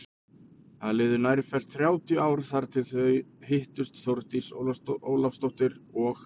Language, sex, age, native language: Icelandic, male, 40-49, Icelandic